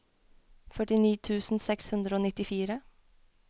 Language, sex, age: Norwegian, female, 21